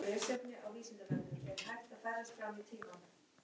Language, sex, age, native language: Icelandic, male, 8, Icelandic